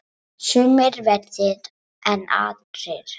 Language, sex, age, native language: Icelandic, female, 7, English